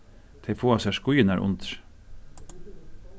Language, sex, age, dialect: Faroese, male, 36-60, Suðurstreymoy